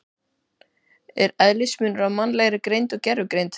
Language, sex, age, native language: Icelandic, male, 12, Icelandic